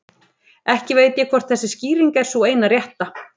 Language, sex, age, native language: Icelandic, female, 30-39, Icelandic